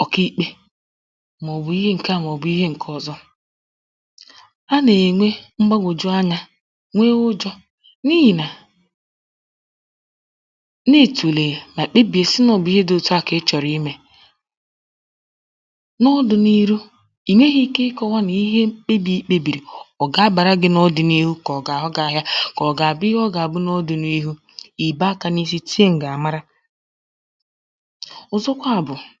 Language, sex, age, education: Igbo, female, 15-29, tertiary